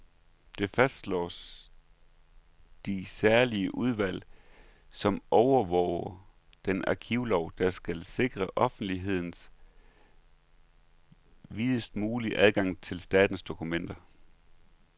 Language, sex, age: Danish, male, 39